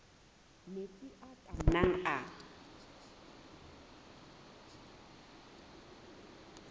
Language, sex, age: Southern Sotho, female, 20